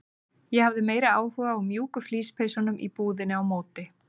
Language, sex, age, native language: Icelandic, female, 30-39, Icelandic